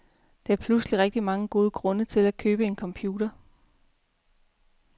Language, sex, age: Danish, female, 33